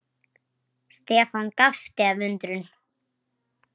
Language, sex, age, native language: Icelandic, female, 8, Icelandic